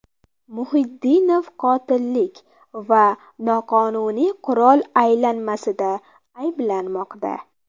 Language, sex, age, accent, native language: Uzbek, female, 18-24, Farg'ona, Uzbek